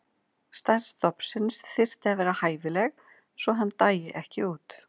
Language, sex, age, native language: Icelandic, female, 40-49, Icelandic